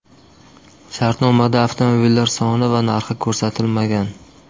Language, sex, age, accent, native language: Uzbek, male, 25-34, Qashqadaryo, Uzbek